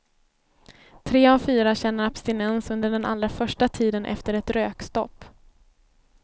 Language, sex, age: Swedish, female, 24